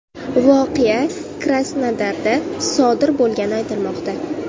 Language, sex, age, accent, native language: Uzbek, female, 19-29, Jizzax, Uzbek